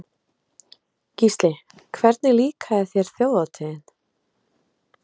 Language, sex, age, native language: Icelandic, female, 30-39, Icelandic